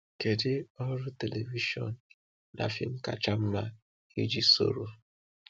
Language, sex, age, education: Igbo, male, 15-29, tertiary